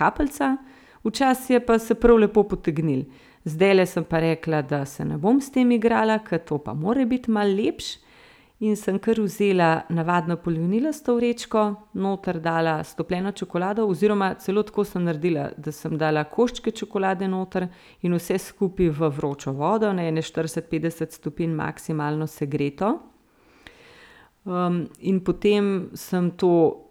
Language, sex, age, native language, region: Slovenian, female, 30-49, Slovenian, Central Slovenia